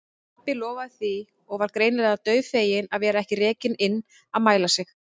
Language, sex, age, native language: Icelandic, female, 30-39, Icelandic